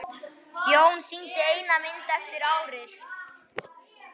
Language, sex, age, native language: Icelandic, male, 11, Icelandic